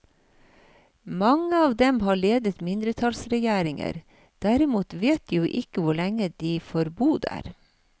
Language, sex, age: Norwegian, female, 53